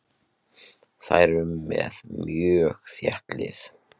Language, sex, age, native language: Icelandic, male, 30-39, Icelandic